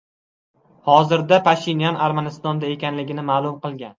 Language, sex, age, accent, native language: Uzbek, male, 12-17, Qashqadaryo, Uzbek